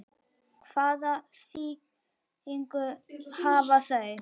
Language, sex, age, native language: Icelandic, female, 9, Icelandic